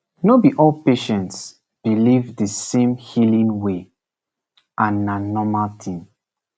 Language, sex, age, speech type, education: Nigerian Pidgin, male, 15-29, spontaneous, secondary